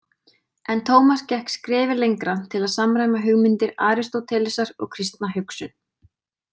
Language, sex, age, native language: Icelandic, female, 20-29, Icelandic